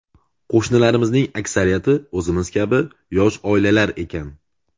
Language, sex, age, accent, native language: Uzbek, male, 18-24, Andijon, Uzbek